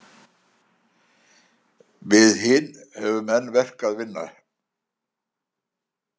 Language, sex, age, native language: Icelandic, male, 70-79, Icelandic